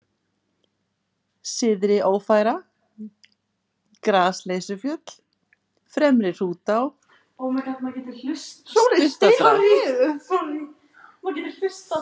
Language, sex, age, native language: Icelandic, female, 50-59, Icelandic